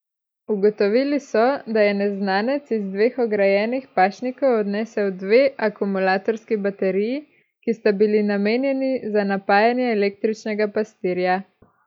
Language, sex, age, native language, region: Slovenian, male, 18-29, Slovenian, Coastal Karst region